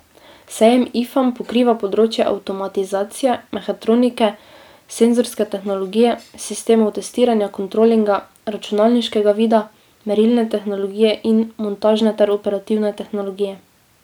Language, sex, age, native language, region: Slovenian, female, 18-29, Slovenian, Drava region